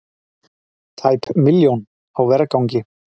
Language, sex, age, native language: Icelandic, male, 40-49, Icelandic